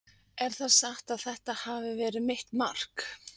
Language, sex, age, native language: Icelandic, female, 40-49, Icelandic